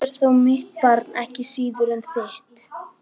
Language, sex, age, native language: Icelandic, female, 12, Icelandic